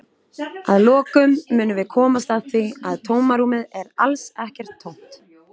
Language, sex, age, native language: Icelandic, female, 20-29, Icelandic